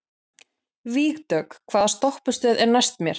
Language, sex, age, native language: Icelandic, female, 40-49, Icelandic